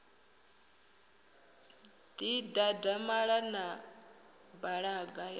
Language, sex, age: Venda, female, 22